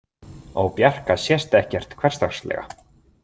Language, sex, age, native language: Icelandic, male, 20-29, Icelandic